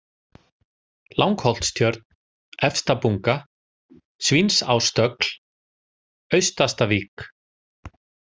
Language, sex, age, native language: Icelandic, male, 40-49, Icelandic